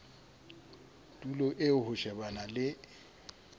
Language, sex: Southern Sotho, male